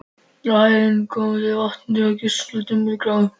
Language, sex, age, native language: Icelandic, male, 13, Icelandic